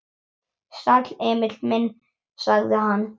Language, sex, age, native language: Icelandic, male, 8, Icelandic